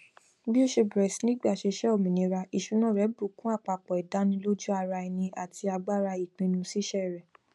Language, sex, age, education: Yoruba, female, 15-29, tertiary